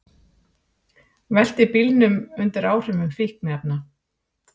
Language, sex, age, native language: Icelandic, female, 40-49, Icelandic